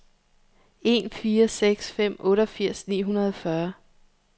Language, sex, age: Danish, female, 34